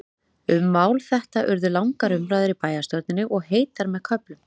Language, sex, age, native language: Icelandic, female, 30-39, Icelandic